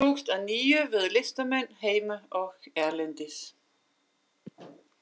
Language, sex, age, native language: Icelandic, female, 50-59, Danish